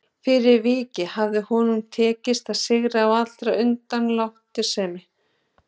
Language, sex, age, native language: Icelandic, female, 40-49, Icelandic